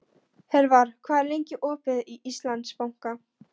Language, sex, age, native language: Icelandic, female, 13, Polish